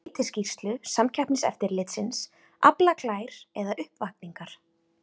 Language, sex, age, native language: Icelandic, female, 30-39, Icelandic